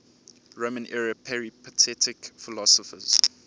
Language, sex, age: English, male, 24